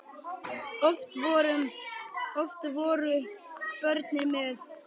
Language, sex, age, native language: Icelandic, male, 10, Icelandic